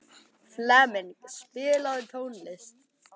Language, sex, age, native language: Icelandic, male, 11, Icelandic